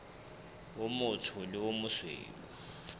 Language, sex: Southern Sotho, male